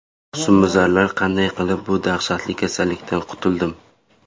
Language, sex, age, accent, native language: Uzbek, male, 18-24, Surxondaryo, Uzbek